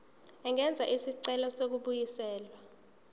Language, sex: Zulu, female